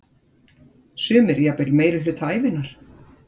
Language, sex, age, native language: Icelandic, female, 50-59, Icelandic